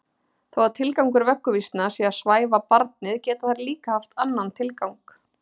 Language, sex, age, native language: Icelandic, female, 30-39, Icelandic